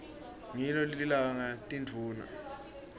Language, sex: Swati, male